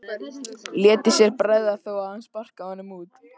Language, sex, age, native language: Icelandic, male, 13, Icelandic